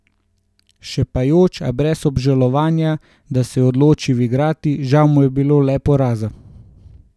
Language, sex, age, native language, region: Slovenian, male, 18-29, Slovenian, Gorenjska region